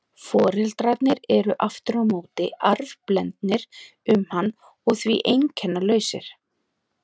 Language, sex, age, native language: Icelandic, female, 40-49, Icelandic